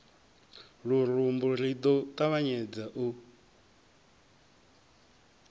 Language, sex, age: Venda, male, 23